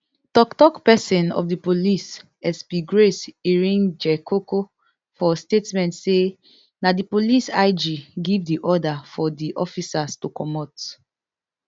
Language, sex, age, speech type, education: Nigerian Pidgin, female, 15-29, spontaneous, tertiary